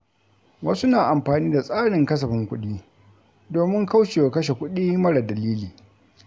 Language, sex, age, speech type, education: Hausa, male, 60+, read, tertiary